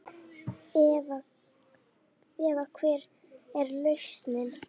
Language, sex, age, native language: Icelandic, female, 8, Icelandic